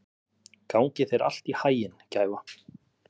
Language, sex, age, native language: Icelandic, male, 30-39, Icelandic